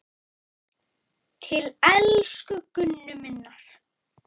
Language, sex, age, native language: Icelandic, male, 9, Icelandic